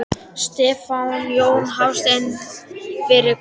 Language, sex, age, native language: Icelandic, male, 12, Icelandic